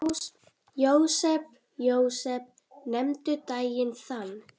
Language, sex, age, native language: Icelandic, female, 10, Icelandic